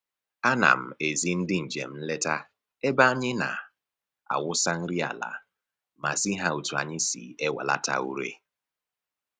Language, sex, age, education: Igbo, male, 15-29, tertiary